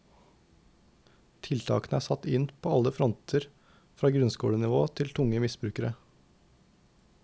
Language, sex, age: Norwegian, male, 19